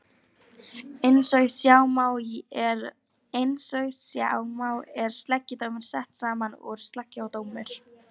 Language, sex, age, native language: Icelandic, female, 18-19, Icelandic